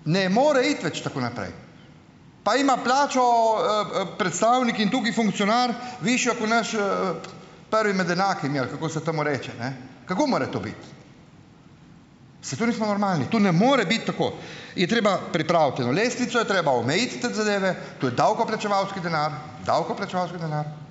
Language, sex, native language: Slovenian, male, Slovenian